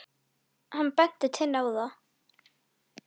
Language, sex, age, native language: Icelandic, female, 10, Icelandic